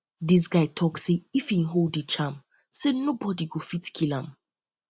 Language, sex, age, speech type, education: Nigerian Pidgin, female, 15-29, spontaneous, tertiary